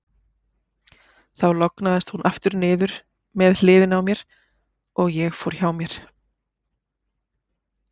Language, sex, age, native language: Icelandic, female, 40-49, Icelandic